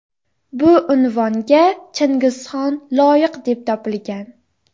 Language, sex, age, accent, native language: Uzbek, female, 12-17, Jizzax, Uzbek